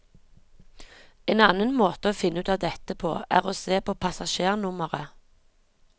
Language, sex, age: Norwegian, female, 36